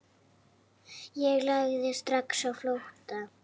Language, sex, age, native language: Icelandic, female, 8, Icelandic